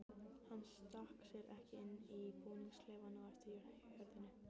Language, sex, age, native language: Icelandic, female, 15, Icelandic